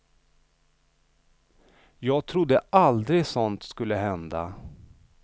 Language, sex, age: Swedish, male, 35